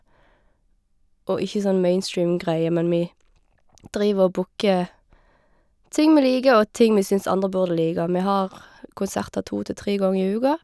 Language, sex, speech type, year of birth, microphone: Norwegian, female, spontaneous, 1989, Shure